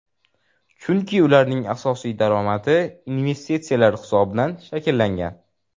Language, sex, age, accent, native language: Uzbek, male, 12-17, Jizzax, Uzbek